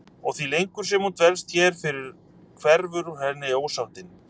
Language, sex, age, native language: Icelandic, male, 30-39, Icelandic